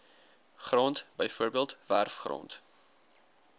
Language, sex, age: Afrikaans, male, 19